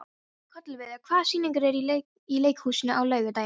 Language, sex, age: Icelandic, female, 13